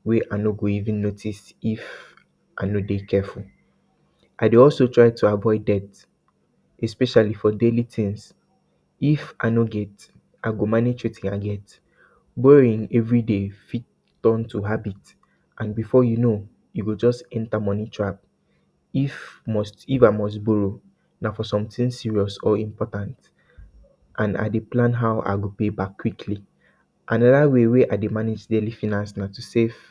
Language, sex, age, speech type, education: Nigerian Pidgin, male, 30-45, spontaneous, tertiary